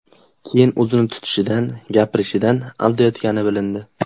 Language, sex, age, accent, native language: Uzbek, male, 18-24, Qashqadaryo, Uzbek